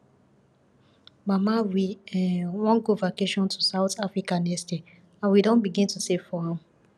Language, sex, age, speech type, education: Nigerian Pidgin, female, 15-29, spontaneous, tertiary